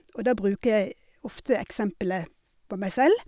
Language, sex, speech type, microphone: Norwegian, female, spontaneous, Sennheiser